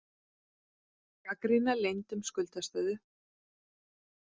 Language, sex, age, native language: Icelandic, female, 40-49, Icelandic